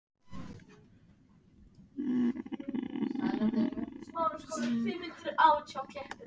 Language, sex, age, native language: Icelandic, male, 18-19, Icelandic